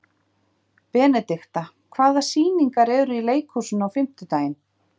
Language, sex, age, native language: Icelandic, female, 50-59, Icelandic